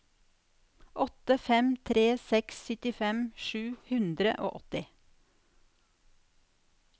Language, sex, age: Norwegian, female, 46